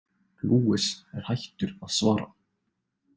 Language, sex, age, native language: Icelandic, male, 20-29, Icelandic